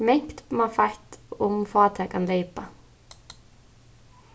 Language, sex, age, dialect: Faroese, female, 15-35, Suðurstreymoy